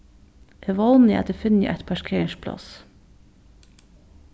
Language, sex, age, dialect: Faroese, female, 15-35, Suðurstreymoy